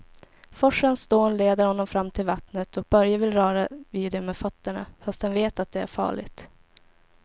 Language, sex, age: Swedish, female, 17